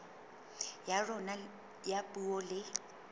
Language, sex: Southern Sotho, female